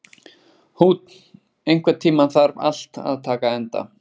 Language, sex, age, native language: Icelandic, male, 20-29, Icelandic